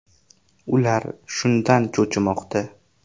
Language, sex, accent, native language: Uzbek, male, Toshkent shahri, Uzbek